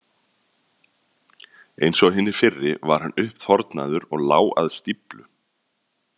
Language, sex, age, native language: Icelandic, male, 30-39, Icelandic